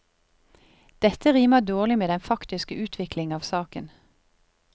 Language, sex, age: Norwegian, female, 50